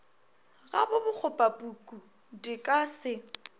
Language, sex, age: Northern Sotho, female, 21